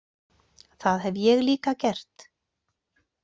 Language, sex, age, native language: Icelandic, female, 40-49, Icelandic